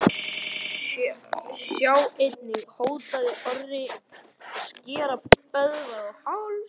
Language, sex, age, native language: Icelandic, male, 11, Icelandic